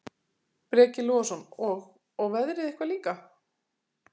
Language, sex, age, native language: Icelandic, female, 40-49, Icelandic